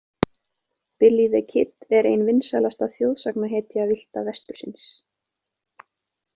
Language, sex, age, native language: Icelandic, female, 20-29, Icelandic